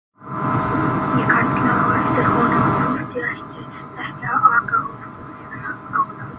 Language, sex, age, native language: Icelandic, male, 18-19, Icelandic